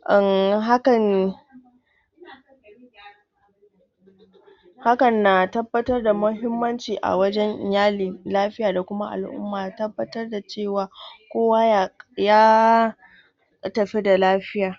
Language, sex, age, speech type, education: Hausa, female, 30-45, spontaneous, tertiary